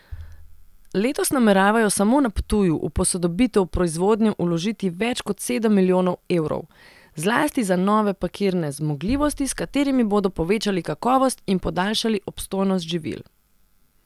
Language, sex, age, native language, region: Slovenian, female, 30-49, Serbian, Central Slovenia